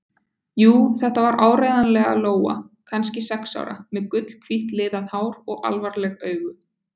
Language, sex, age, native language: Icelandic, female, 20-29, Icelandic